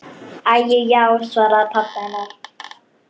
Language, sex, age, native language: Icelandic, female, 10, Icelandic